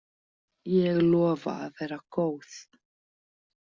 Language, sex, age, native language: Icelandic, female, 40-49, Icelandic